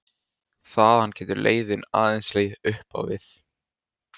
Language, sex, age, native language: Icelandic, male, 15, Icelandic